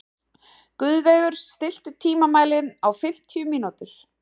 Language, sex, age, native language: Icelandic, female, 30-39, Icelandic